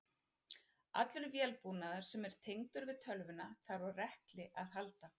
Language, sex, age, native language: Icelandic, female, 40-49, Icelandic